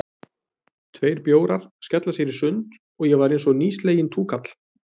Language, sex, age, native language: Icelandic, male, 30-39, Icelandic